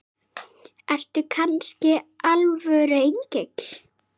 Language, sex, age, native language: Icelandic, female, 8, Icelandic